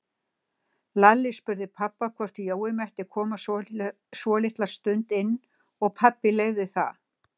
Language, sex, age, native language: Icelandic, female, 60-69, Icelandic